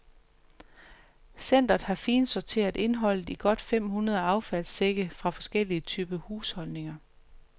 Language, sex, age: Danish, female, 45